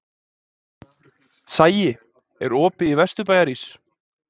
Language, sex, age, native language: Icelandic, male, 20-29, Icelandic